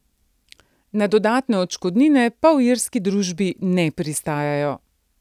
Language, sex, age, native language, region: Slovenian, female, 50-59, Slovenian, Central Slovenia